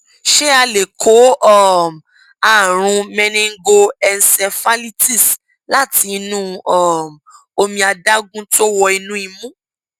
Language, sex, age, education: Yoruba, female, 15-29, tertiary